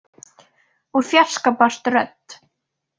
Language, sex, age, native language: Icelandic, female, 40-49, Icelandic